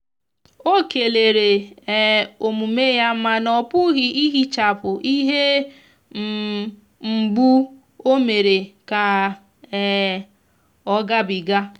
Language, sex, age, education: Igbo, female, 15-29, tertiary